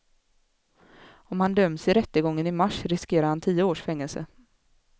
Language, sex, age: Swedish, female, 24